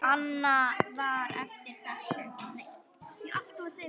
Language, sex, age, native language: Icelandic, female, 10, Icelandic